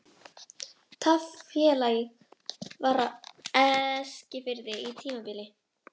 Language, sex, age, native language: Icelandic, female, 11, Icelandic